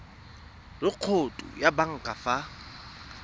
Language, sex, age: Tswana, male, 22